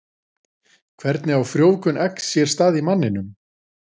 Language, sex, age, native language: Icelandic, female, 40-49, Icelandic